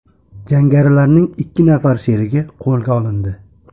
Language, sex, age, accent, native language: Uzbek, male, 25-34, Sirdaryo, Uzbek